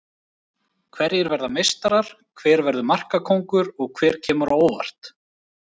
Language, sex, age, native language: Icelandic, male, 30-39, Icelandic